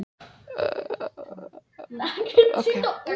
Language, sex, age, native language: Icelandic, female, 20-29, Icelandic